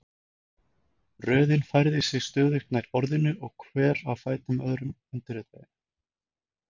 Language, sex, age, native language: Icelandic, male, 20-29, Icelandic